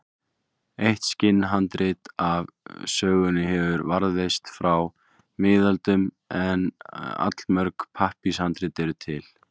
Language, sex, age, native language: Icelandic, male, 20-29, Icelandic